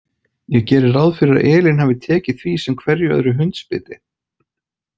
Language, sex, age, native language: Icelandic, male, 40-49, Icelandic